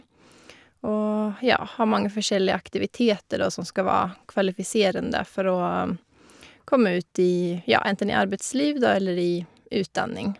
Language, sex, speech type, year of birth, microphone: Norwegian, female, spontaneous, 1985, Shure